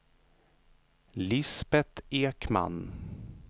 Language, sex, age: Swedish, male, 35